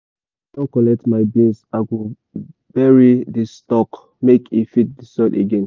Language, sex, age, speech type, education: Nigerian Pidgin, male, 15-29, spontaneous, tertiary